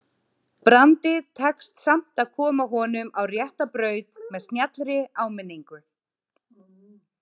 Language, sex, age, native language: Icelandic, female, 30-39, Icelandic